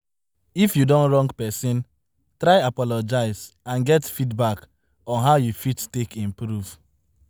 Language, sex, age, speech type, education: Nigerian Pidgin, male, 15-29, spontaneous, tertiary